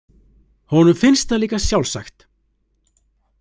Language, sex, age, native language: Icelandic, male, 30-39, Icelandic